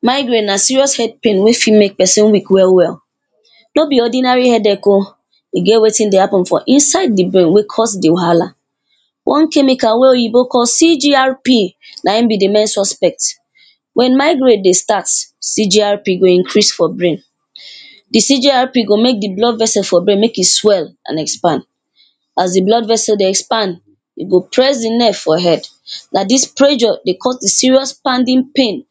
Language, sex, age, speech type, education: Nigerian Pidgin, female, 15-29, spontaneous, primary